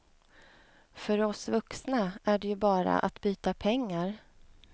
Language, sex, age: Swedish, female, 37